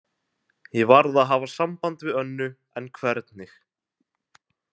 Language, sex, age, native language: Icelandic, male, 20-29, Icelandic